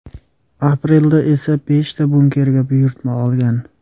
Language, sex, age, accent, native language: Uzbek, male, 18-24, Surxondaryo, Uzbek